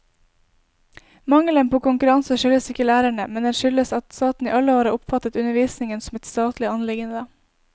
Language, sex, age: Norwegian, female, 20